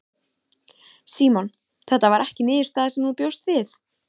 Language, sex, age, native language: Icelandic, female, 14, Icelandic